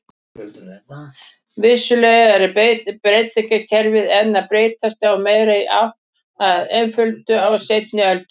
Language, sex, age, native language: Icelandic, female, 60-69, Icelandic